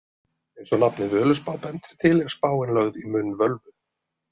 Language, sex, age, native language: Icelandic, male, 30-39, Icelandic